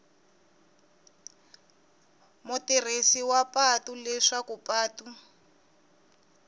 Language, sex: Tsonga, female